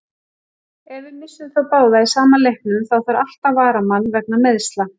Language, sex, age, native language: Icelandic, female, 40-49, Icelandic